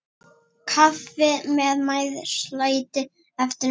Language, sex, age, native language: Icelandic, male, 8, Icelandic